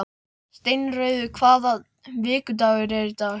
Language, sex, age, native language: Icelandic, male, 13, Icelandic